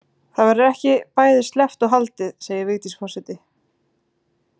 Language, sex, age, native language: Icelandic, female, 20-29, Icelandic